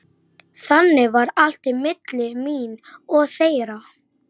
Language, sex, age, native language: Icelandic, male, 11, Icelandic